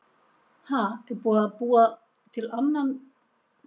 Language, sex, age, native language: Icelandic, female, 70-79, Icelandic